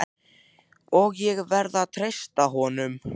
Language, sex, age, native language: Icelandic, male, 14, Icelandic